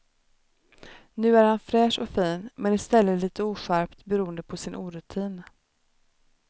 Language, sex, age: Swedish, female, 29